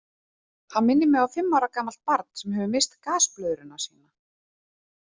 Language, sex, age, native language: Icelandic, female, 30-39, Icelandic